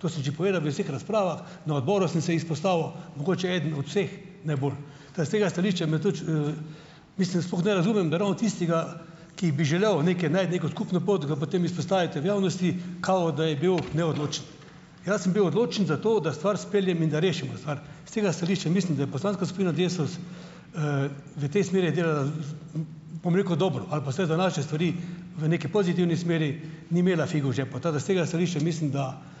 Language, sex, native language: Slovenian, male, Slovenian